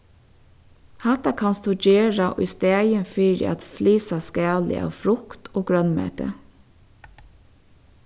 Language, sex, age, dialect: Faroese, female, 36-60, Suðurstreymoy